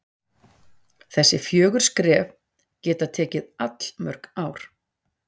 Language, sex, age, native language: Icelandic, female, 40-49, Icelandic